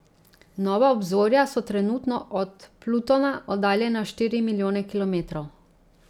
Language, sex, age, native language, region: Slovenian, female, 30-49, Slovenian, Central Slovenia